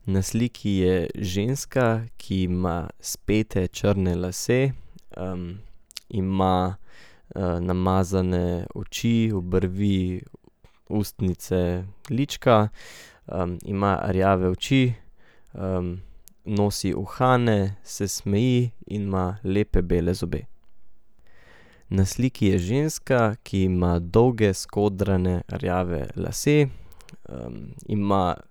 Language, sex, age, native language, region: Slovenian, male, 18-29, Slovenian, Central Slovenia